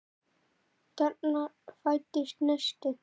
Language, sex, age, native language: Icelandic, male, 9, Icelandic